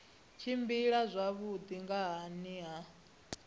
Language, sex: Venda, female